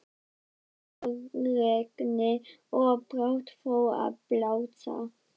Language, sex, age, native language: Icelandic, female, 12, Icelandic